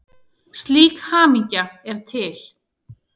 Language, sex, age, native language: Icelandic, female, 30-39, Icelandic